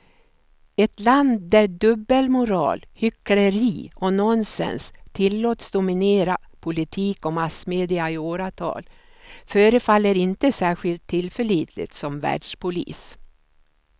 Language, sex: Swedish, female